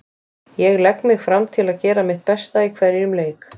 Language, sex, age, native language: Icelandic, female, 20-29, Icelandic